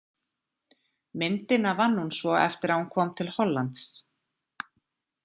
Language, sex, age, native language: Icelandic, female, 40-49, Icelandic